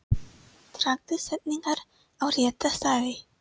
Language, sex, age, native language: Icelandic, female, 30-39, Icelandic